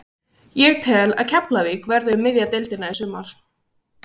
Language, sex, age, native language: Icelandic, female, 16, Icelandic